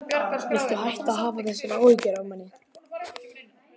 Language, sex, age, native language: Icelandic, male, 11, Icelandic